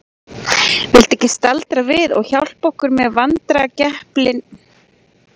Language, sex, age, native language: Icelandic, female, 40-49, Icelandic